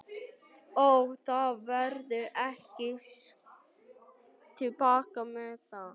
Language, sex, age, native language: Icelandic, male, 12, Icelandic